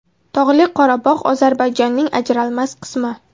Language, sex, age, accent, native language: Uzbek, female, 19-29, Namangan, Uzbek